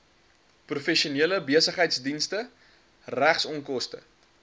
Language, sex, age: Afrikaans, male, 23